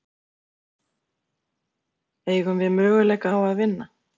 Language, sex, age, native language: Icelandic, female, 40-49, Icelandic